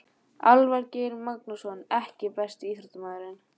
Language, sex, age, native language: Icelandic, female, 15, Icelandic